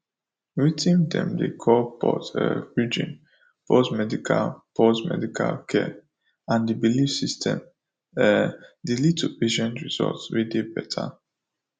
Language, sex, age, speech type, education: Nigerian Pidgin, male, 15-29, spontaneous, tertiary